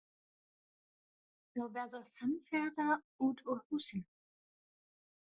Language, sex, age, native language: Icelandic, female, 20-29, German